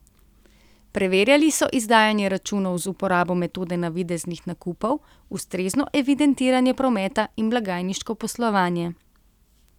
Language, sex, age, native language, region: Slovenian, female, 30-49, Slovenian, Central Slovenia